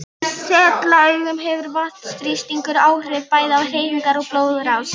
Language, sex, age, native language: Icelandic, female, 11, Polish